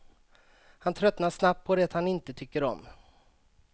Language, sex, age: Swedish, male, 35